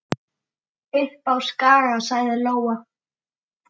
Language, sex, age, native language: Icelandic, male, 7, Icelandic